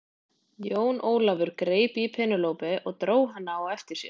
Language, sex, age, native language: Icelandic, female, 20-29, Icelandic